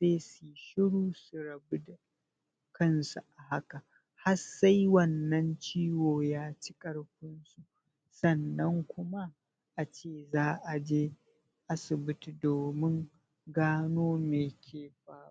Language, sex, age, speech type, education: Hausa, male, 30-45, spontaneous, secondary